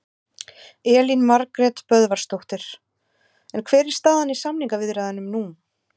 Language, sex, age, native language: Icelandic, female, 30-39, Icelandic